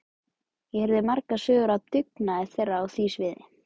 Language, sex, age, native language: Icelandic, male, 12, Icelandic